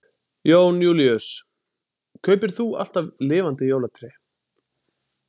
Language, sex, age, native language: Icelandic, male, 20-29, Icelandic